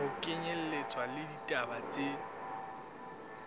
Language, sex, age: Southern Sotho, male, 19